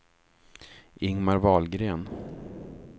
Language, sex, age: Swedish, male, 36